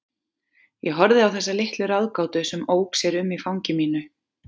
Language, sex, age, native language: Icelandic, female, 40-49, Icelandic